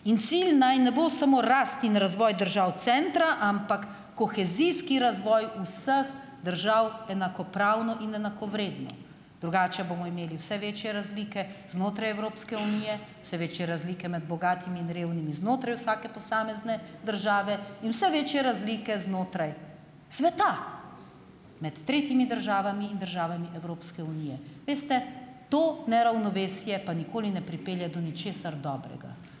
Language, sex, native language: Slovenian, female, Slovenian